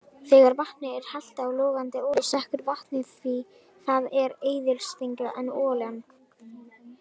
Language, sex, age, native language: Icelandic, female, 20-29, Icelandic